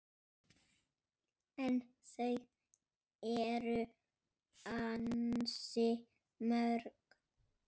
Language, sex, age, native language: Icelandic, male, 6, Icelandic